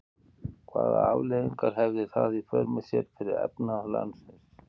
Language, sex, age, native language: Icelandic, male, 50-59, Icelandic